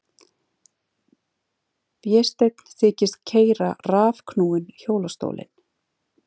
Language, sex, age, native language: Icelandic, female, 40-49, Icelandic